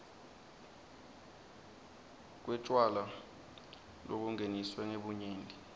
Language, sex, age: Swati, male, 19